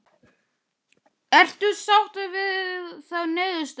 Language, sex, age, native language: Icelandic, male, 12, Icelandic